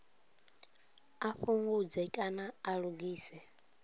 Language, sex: Venda, female